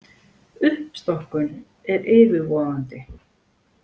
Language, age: Icelandic, 40-49